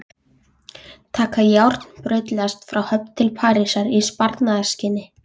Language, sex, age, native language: Icelandic, female, 14, Icelandic